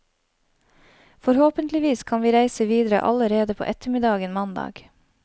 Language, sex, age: Norwegian, female, 31